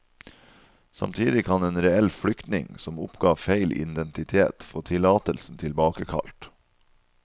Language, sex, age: Norwegian, male, 37